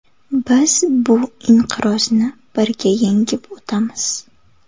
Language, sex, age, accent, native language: Uzbek, female, 18-24, Samarqand, Uzbek